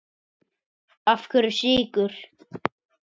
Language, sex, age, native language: Icelandic, male, 9, Icelandic